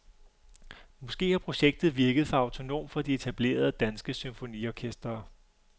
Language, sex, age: Danish, male, 35